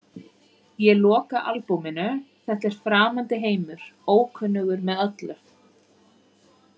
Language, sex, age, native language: Icelandic, female, 30-39, Icelandic